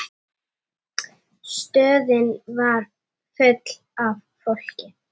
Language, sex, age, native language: Icelandic, female, 9, Icelandic